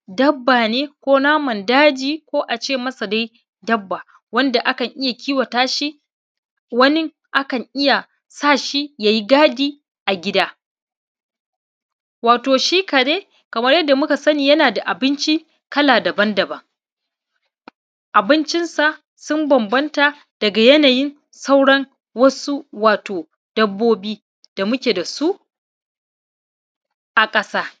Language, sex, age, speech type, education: Hausa, male, 15-29, spontaneous, tertiary